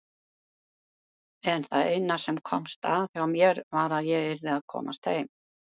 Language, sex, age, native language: Icelandic, female, 70-79, Icelandic